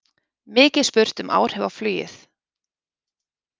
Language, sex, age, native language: Icelandic, female, 30-39, Icelandic